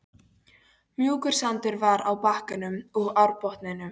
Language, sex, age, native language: Icelandic, female, 13, Polish